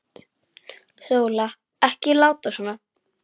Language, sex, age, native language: Icelandic, female, 9, Icelandic